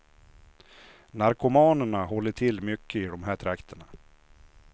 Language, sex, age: Swedish, male, 56